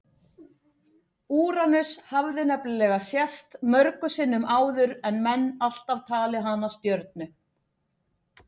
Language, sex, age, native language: Icelandic, female, 40-49, Icelandic